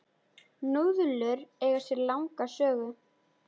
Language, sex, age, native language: Icelandic, female, 10, Icelandic